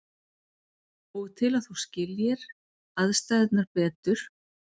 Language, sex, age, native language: Icelandic, female, 40-49, Icelandic